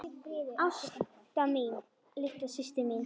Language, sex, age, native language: Icelandic, female, 10, Icelandic